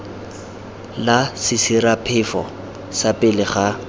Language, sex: Tswana, male